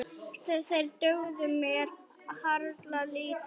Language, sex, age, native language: Icelandic, male, 9, Icelandic